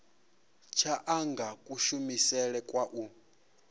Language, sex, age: Venda, male, 26